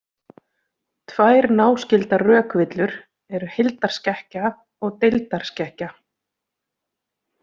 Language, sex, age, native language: Icelandic, female, 30-39, Icelandic